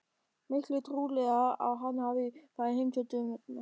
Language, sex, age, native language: Icelandic, male, 13, German